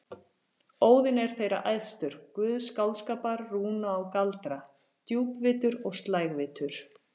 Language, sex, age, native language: Icelandic, female, 40-49, Icelandic